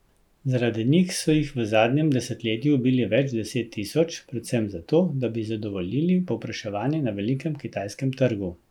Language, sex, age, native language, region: Slovenian, male, 50-59, Slovenian, Central Slovenia